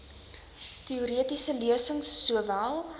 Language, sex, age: Afrikaans, female, 19